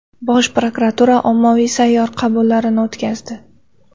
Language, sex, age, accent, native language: Uzbek, female, 25-34, Xorazm, Uzbek